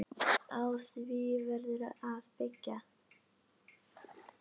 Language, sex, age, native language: Icelandic, female, 10, Icelandic